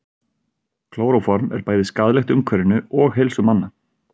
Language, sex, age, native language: Icelandic, male, 30-39, Icelandic